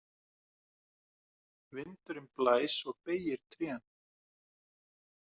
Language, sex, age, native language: Icelandic, male, 40-49, Icelandic